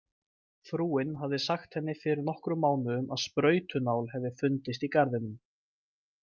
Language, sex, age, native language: Icelandic, male, 20-29, Icelandic